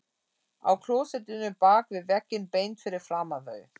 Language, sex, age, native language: Icelandic, female, 40-49, German